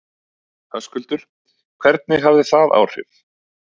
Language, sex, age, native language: Icelandic, male, 30-39, Icelandic